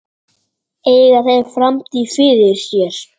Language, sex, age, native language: Icelandic, male, 8, Icelandic